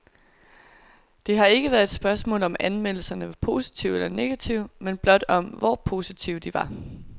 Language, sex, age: Danish, female, 22